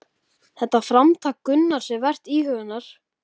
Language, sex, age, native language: Icelandic, male, 13, Icelandic